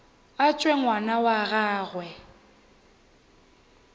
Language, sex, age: Northern Sotho, female, 21